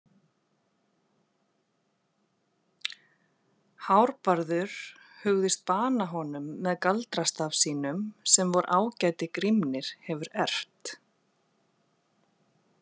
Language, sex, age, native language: Icelandic, female, 40-49, Icelandic